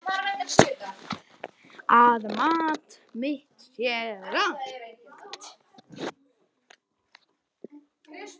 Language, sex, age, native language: Icelandic, male, 10, Icelandic